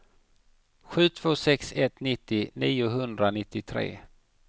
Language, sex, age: Swedish, male, 50